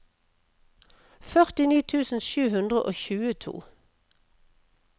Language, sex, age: Norwegian, female, 57